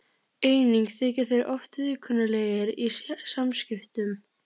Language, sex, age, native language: Icelandic, female, 30-39, Icelandic